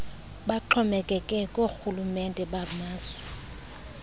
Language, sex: Xhosa, female